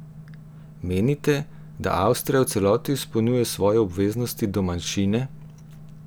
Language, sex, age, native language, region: Slovenian, female, 18-29, Slovenian, Gorenjska region